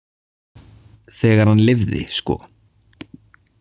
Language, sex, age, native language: Icelandic, male, 20-29, Icelandic